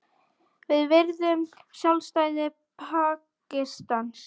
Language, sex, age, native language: Icelandic, female, 40-49, Icelandic